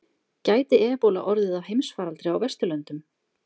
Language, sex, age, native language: Icelandic, female, 20-29, Icelandic